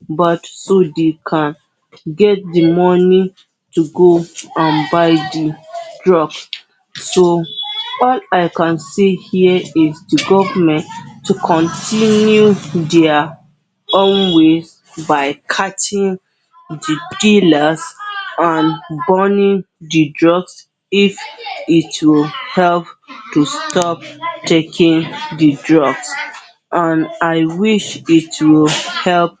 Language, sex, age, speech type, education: Hausa, female, 30-45, spontaneous, tertiary